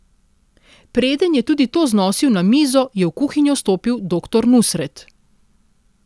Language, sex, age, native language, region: Slovenian, female, 30-49, Slovenian, Central Slovenia